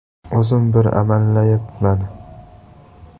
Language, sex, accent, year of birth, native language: Uzbek, male, Andijon, 2003, Uzbek